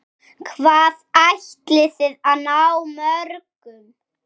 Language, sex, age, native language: Icelandic, male, 6, Icelandic